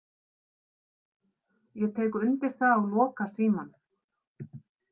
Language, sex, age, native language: Icelandic, female, 50-59, Icelandic